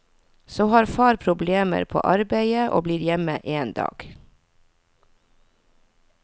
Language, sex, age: Norwegian, female, 40